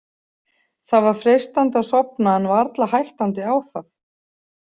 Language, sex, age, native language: Icelandic, female, 40-49, Icelandic